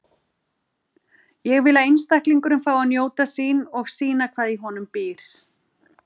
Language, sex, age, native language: Icelandic, female, 40-49, Icelandic